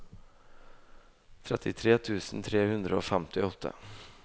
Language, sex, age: Norwegian, male, 18